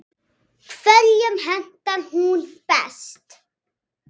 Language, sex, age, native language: Icelandic, female, 6, Icelandic